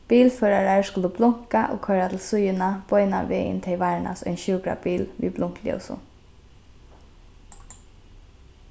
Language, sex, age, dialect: Faroese, female, 15-35, Norðurstreymoy/Eysturoy